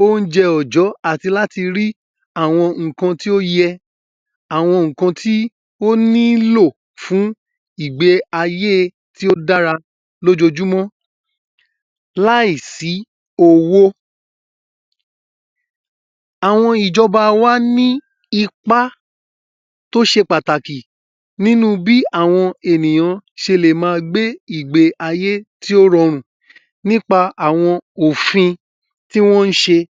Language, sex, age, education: Yoruba, male, 15-29, tertiary